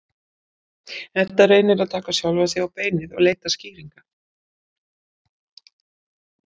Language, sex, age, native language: Icelandic, female, 50-59, Icelandic